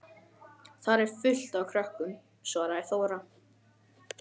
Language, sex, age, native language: Icelandic, male, 12, Icelandic